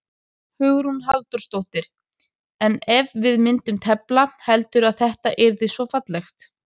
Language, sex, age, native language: Icelandic, female, 30-39, Icelandic